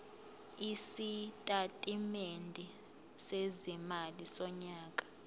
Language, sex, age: Zulu, female, 22